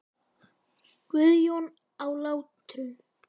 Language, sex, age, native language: Icelandic, male, 9, Icelandic